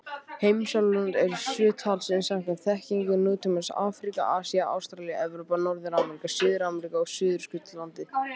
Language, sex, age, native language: Icelandic, male, 18-19, Icelandic